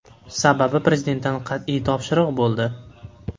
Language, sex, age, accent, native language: Uzbek, male, 18-24, Farg'ona, Uzbek